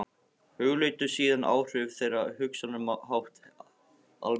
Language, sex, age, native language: Icelandic, male, 15, Icelandic